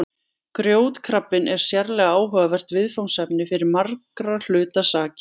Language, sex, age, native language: Icelandic, female, 20-29, Icelandic